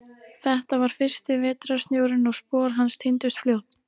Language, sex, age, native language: Icelandic, female, 13, Icelandic